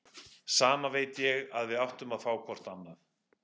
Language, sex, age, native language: Icelandic, male, 50-59, English